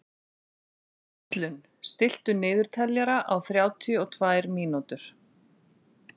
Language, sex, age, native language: Icelandic, female, 40-49, Icelandic